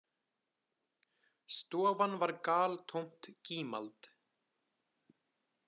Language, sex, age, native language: Icelandic, male, 20-29, Icelandic